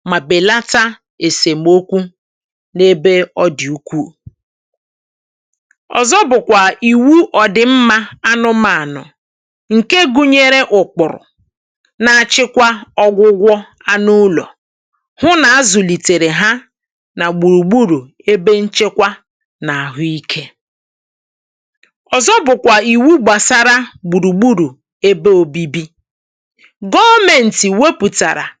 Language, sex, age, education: Igbo, female, 60+, tertiary